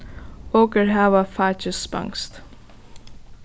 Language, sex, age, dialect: Faroese, female, 15-35, Suðuroy